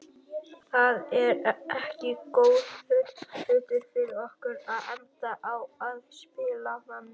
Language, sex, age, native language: Icelandic, female, 18-19, Icelandic